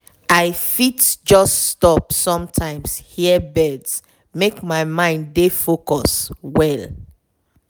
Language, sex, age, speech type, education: Nigerian Pidgin, female, 30-45, spontaneous, tertiary